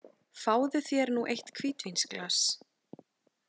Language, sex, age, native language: Icelandic, female, 30-39, Icelandic